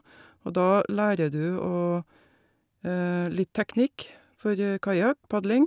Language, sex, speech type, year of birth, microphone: Norwegian, female, spontaneous, 1961, Shure